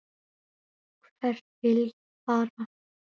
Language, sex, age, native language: Icelandic, male, 9, Icelandic